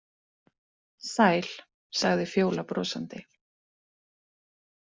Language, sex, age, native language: Icelandic, female, 30-39, Icelandic